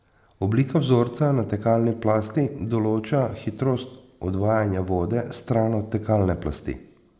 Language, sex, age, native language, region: Slovenian, male, 50-59, Slovenian, Posavska region